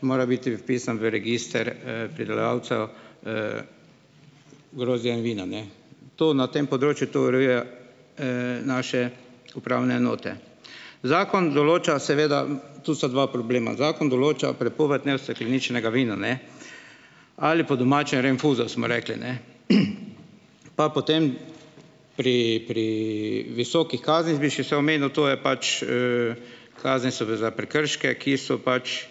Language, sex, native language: Slovenian, male, Slovenian